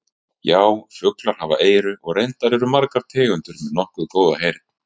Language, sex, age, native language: Icelandic, male, 30-39, Icelandic